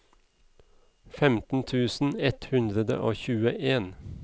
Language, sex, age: Norwegian, male, 37